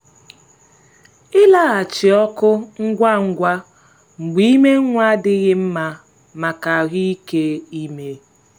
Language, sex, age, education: Igbo, female, 15-29, tertiary